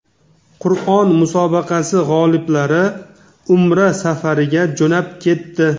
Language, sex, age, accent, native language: Uzbek, male, 35+, Namangan, Uzbek